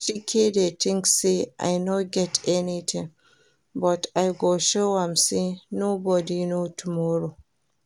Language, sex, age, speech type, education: Nigerian Pidgin, female, 30-45, read, primary